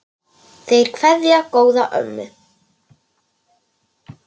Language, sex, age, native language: Icelandic, male, 9, Polish